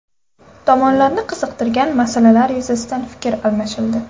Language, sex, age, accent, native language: Uzbek, female, 18-24, Andijon, Uzbek